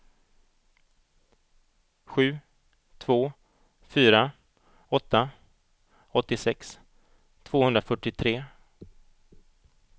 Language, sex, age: Swedish, male, 38